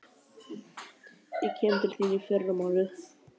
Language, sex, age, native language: Icelandic, male, 12, Icelandic